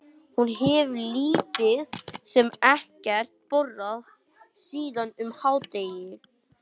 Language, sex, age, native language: Icelandic, male, 18-19, English